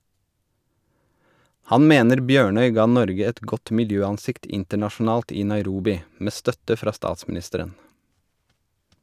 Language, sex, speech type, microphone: Norwegian, male, read, Shure